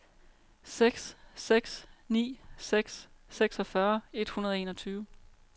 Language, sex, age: Danish, female, 30